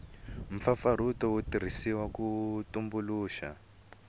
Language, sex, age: Tsonga, male, 22